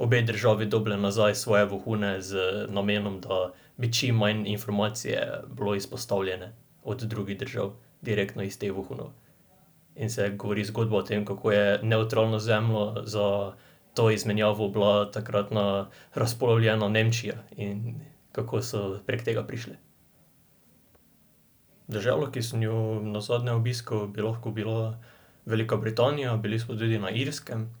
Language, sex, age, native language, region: Slovenian, male, 18-29, Slovenian, Drava region